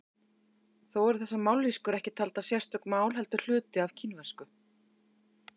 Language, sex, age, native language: Icelandic, female, 50-59, Icelandic